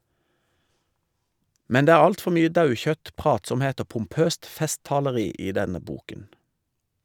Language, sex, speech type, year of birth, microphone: Norwegian, male, read, 1973, Shure